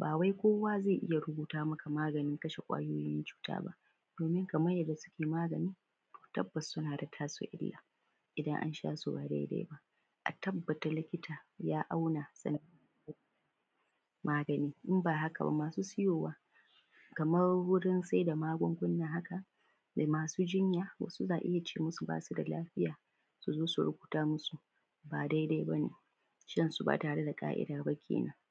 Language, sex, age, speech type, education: Hausa, female, 15-29, spontaneous, primary